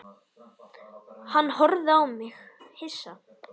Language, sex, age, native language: Icelandic, male, 10, Icelandic